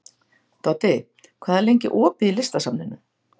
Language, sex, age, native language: Icelandic, female, 60-69, Icelandic